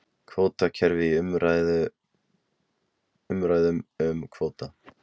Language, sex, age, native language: Icelandic, male, 20-29, Icelandic